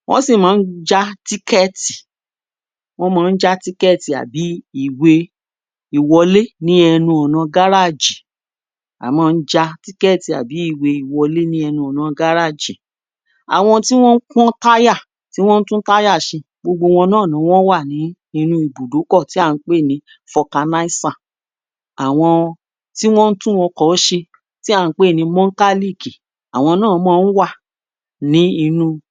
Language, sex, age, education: Yoruba, female, 46-60, tertiary